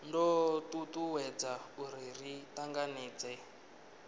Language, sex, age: Venda, male, 19